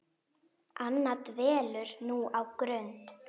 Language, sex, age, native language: Icelandic, female, 8, Icelandic